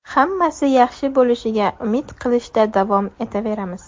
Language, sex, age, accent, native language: Uzbek, female, 18-24, Surxondaryo, Uzbek